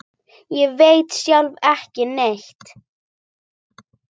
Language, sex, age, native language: Icelandic, female, 9, Icelandic